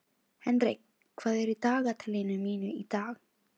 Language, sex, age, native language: Icelandic, female, 16, Filipino